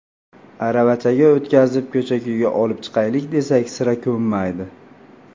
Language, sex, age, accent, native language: Uzbek, male, 30-39, Farg'ona, Uzbek